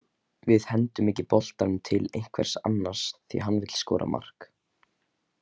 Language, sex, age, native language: Icelandic, male, 18-19, Icelandic